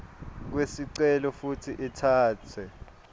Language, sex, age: Swati, male, 22